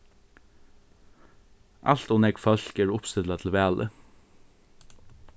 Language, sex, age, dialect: Faroese, male, 15-35, Norðurstreymoy/Eysturoy